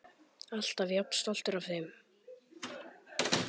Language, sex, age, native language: Icelandic, male, 10, Icelandic